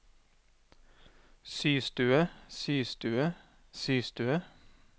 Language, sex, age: Norwegian, male, 40